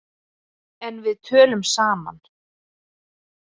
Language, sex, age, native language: Icelandic, female, 30-39, Icelandic